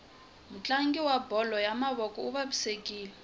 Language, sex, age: Tsonga, female, 20